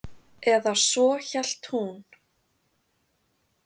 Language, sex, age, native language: Icelandic, female, 30-39, Icelandic